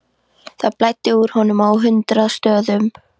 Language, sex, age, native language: Icelandic, female, 13, Icelandic